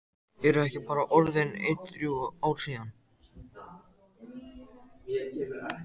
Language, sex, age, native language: Icelandic, male, 14, Icelandic